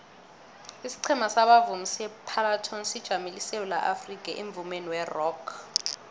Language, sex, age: South Ndebele, female, 22